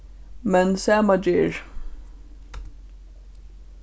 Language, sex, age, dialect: Faroese, female, 15-35, Suðurstreymoy